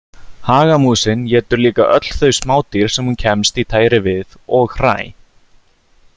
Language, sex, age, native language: Icelandic, male, 30-39, Icelandic